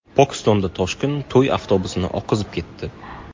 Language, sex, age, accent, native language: Uzbek, male, 18-24, Qashqadaryo, Uzbek